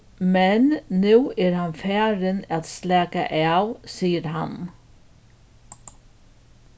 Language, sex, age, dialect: Faroese, female, 61+, Norðuroyggjar